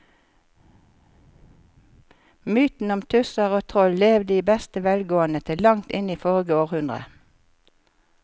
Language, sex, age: Norwegian, female, 54